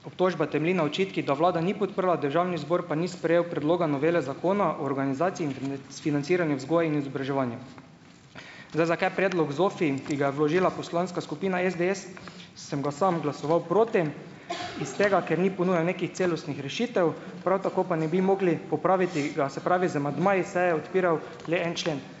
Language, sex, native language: Slovenian, male, Slovenian